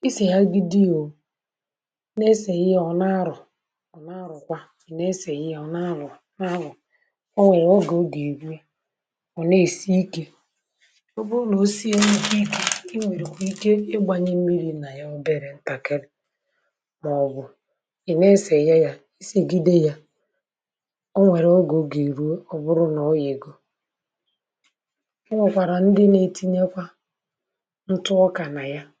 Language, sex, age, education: Igbo, male, 30-45, tertiary